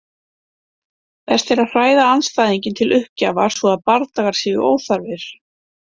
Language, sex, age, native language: Icelandic, female, 50-59, Icelandic